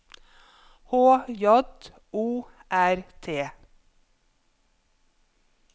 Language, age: Norwegian, 50